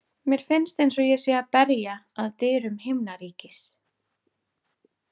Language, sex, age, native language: Icelandic, female, 30-39, Icelandic